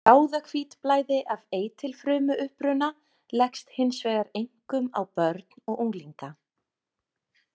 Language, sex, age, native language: Icelandic, female, 30-39, Icelandic